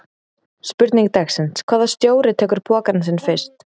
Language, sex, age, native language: Icelandic, female, 30-39, Icelandic